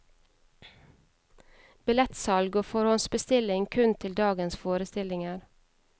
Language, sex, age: Norwegian, female, 31